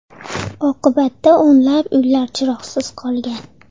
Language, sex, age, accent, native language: Uzbek, female, 12-17, Andijon, Uzbek